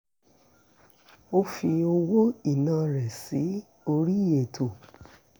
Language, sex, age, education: Yoruba, female, 46-60, secondary